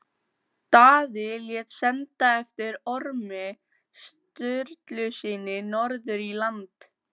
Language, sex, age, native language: Icelandic, female, 14, Icelandic